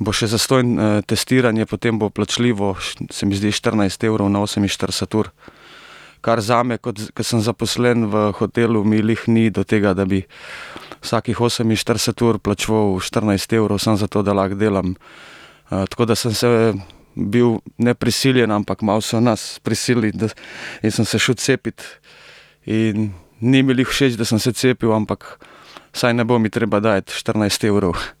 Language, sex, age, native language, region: Slovenian, male, 30-49, Slovenian, Primorsko-notranjska region